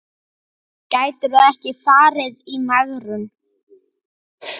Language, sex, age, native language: Icelandic, male, 8, Icelandic